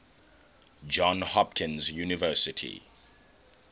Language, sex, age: English, male, 21